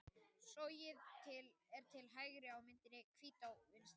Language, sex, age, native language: Icelandic, male, 18-19, Icelandic